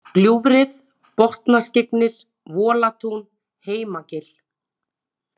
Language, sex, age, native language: Icelandic, female, 30-39, Icelandic